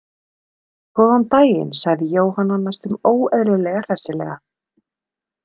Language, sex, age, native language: Icelandic, female, 30-39, Icelandic